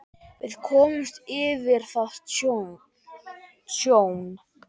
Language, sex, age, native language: Icelandic, male, 10, Icelandic